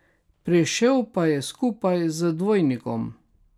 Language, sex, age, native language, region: Slovenian, male, 60+, Slovenian, Carinthia region